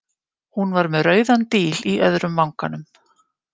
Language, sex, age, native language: Icelandic, female, 50-59, Icelandic